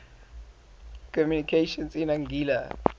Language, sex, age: English, male, 18